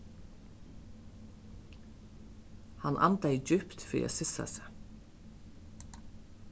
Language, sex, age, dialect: Faroese, female, 36-60, Suðurstreymoy